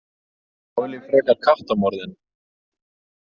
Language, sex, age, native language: Icelandic, male, 30-39, Icelandic